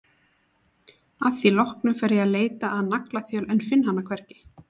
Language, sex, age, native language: Icelandic, female, 30-39, Icelandic